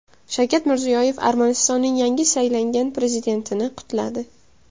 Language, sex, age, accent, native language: Uzbek, female, 18-24, Buxoro, Uzbek